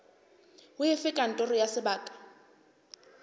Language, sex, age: Southern Sotho, female, 23